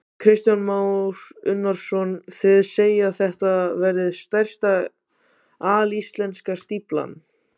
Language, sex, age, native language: Icelandic, male, 18-19, Icelandic